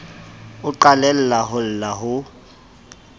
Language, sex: Southern Sotho, male